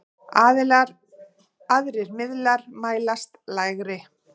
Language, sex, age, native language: Icelandic, female, 40-49, Icelandic